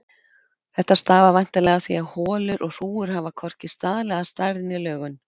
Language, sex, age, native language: Icelandic, female, 50-59, Icelandic